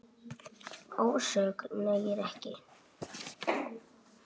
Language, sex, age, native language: Icelandic, male, 8, Icelandic